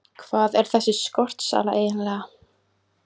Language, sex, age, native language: Icelandic, female, 20-29, Icelandic